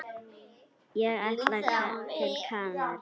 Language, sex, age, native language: Icelandic, female, 9, Icelandic